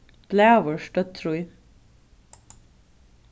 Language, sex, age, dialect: Faroese, female, 36-60, Suðurstreymoy